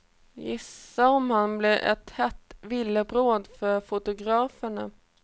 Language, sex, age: Swedish, female, 28